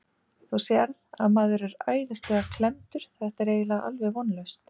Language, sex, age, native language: Icelandic, female, 50-59, Icelandic